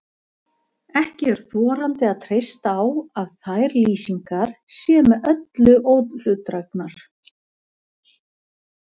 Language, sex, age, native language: Icelandic, female, 50-59, Icelandic